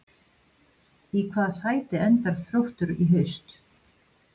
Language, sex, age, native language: Icelandic, female, 50-59, Icelandic